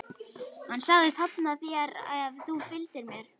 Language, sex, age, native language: Icelandic, male, 11, Icelandic